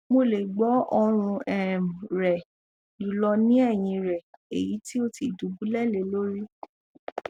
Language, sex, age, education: Yoruba, female, 15-29, tertiary